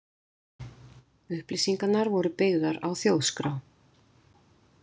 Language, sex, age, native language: Icelandic, female, 60-69, Icelandic